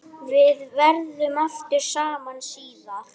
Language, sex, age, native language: Icelandic, male, 8, Icelandic